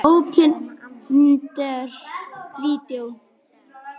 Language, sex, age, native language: Icelandic, male, 9, Icelandic